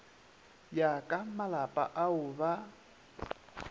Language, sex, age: Northern Sotho, male, 27